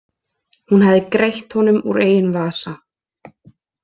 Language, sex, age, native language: Icelandic, female, 20-29, Icelandic